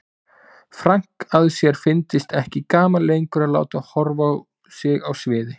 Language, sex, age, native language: Icelandic, male, 20-29, Icelandic